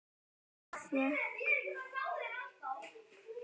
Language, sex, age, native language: Icelandic, female, 9, Icelandic